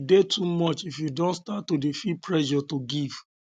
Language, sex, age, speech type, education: Nigerian Pidgin, male, 30-45, spontaneous, tertiary